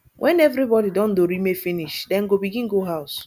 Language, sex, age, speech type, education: Nigerian Pidgin, female, 30-45, spontaneous, tertiary